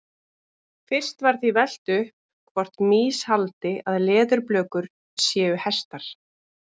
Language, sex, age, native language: Icelandic, female, 30-39, Icelandic